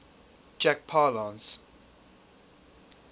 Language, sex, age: English, male, 22